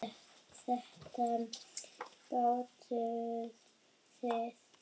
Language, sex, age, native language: Icelandic, female, 8, Icelandic